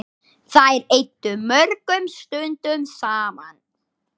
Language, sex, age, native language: Icelandic, male, 10, Icelandic